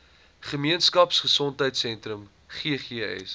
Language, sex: Afrikaans, male